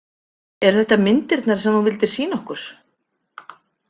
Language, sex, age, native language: Icelandic, female, 50-59, Icelandic